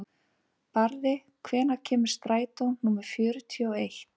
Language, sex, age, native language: Icelandic, female, 50-59, Icelandic